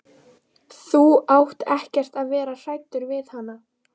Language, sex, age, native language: Icelandic, female, 11, Icelandic